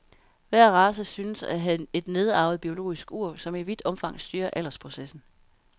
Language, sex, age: Danish, female, 32